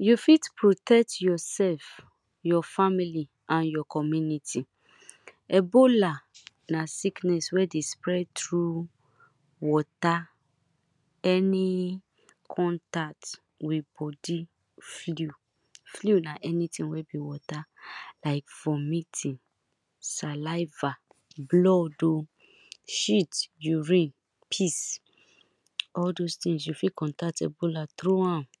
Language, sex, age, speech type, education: Nigerian Pidgin, female, 30-45, spontaneous, tertiary